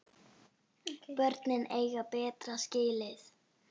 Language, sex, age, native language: Icelandic, female, 8, Icelandic